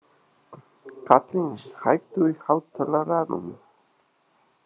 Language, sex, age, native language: Icelandic, male, 20-29, Icelandic